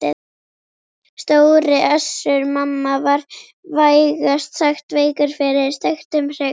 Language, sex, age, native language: Icelandic, female, 11, Icelandic